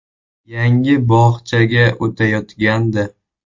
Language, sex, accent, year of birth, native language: Uzbek, male, Jizzax, 2004, Uzbek